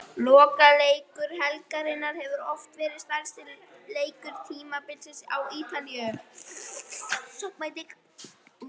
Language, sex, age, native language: Icelandic, female, 18-19, Icelandic